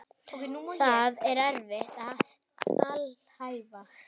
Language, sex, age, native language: Icelandic, female, 9, Icelandic